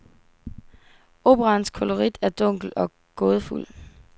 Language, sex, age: Danish, female, 18